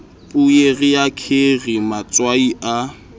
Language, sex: Southern Sotho, male